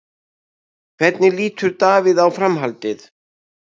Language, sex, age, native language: Icelandic, male, 60-69, Icelandic